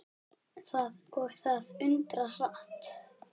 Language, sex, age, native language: Icelandic, male, 9, Icelandic